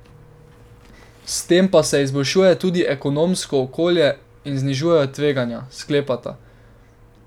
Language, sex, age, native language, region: Slovenian, male, 12-17, Slovenian, Drava region